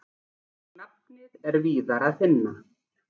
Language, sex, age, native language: Icelandic, female, 40-49, Icelandic